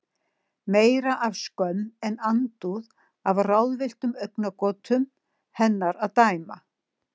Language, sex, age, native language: Icelandic, female, 60-69, Icelandic